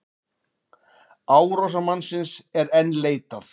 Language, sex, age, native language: Icelandic, male, 40-49, Icelandic